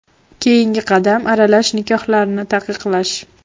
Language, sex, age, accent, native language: Uzbek, female, 12-17, Farg'ona, Uzbek